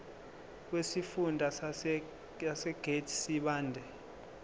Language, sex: Zulu, male